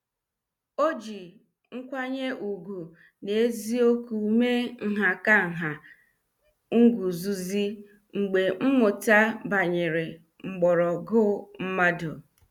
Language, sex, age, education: Igbo, female, 30-45, tertiary